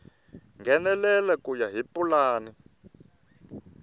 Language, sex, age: Tsonga, male, 24